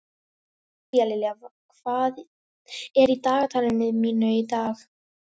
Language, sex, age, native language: Icelandic, female, 18-19, Icelandic